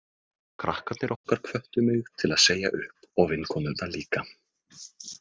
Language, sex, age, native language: Icelandic, male, 18-19, Icelandic